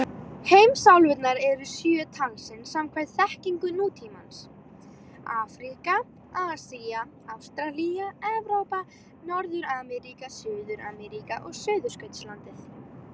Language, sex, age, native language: Icelandic, female, 18-19, Icelandic